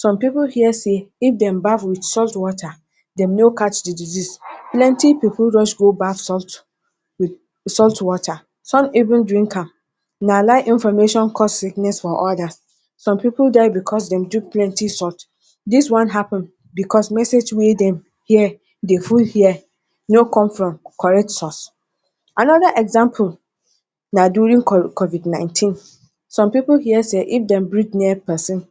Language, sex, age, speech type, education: Nigerian Pidgin, female, 30-45, spontaneous, tertiary